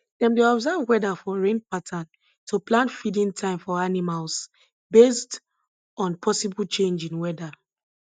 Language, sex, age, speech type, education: Nigerian Pidgin, female, 15-29, spontaneous, tertiary